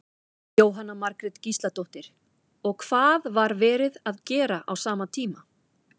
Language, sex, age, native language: Icelandic, female, 40-49, Icelandic